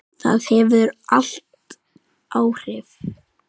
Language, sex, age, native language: Icelandic, male, 9, Icelandic